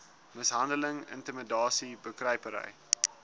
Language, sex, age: Afrikaans, male, 19